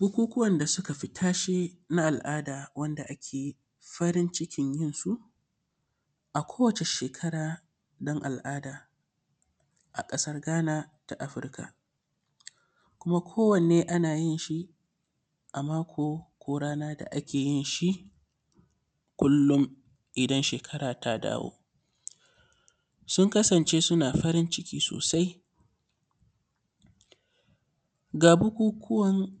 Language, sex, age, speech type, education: Hausa, male, 15-29, spontaneous, secondary